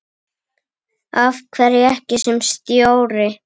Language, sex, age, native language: Icelandic, female, 9, Icelandic